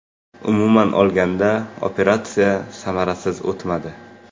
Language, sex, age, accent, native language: Uzbek, male, 18-24, Qashqadaryo, Uzbek